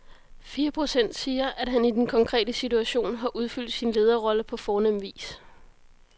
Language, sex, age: Danish, female, 33